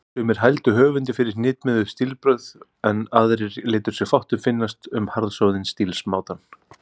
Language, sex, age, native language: Icelandic, male, 40-49, Icelandic